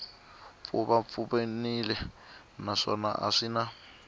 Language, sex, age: Tsonga, male, 25